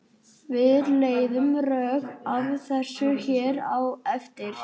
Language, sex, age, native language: Icelandic, male, 18-19, Icelandic